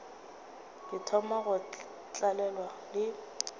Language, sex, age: Northern Sotho, female, 27